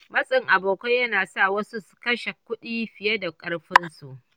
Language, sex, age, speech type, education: Hausa, female, 60+, read, primary